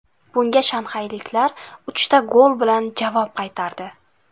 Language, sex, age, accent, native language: Uzbek, female, 18-24, Jizzax, Uzbek